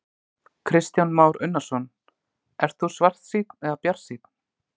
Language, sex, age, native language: Icelandic, male, 20-29, Icelandic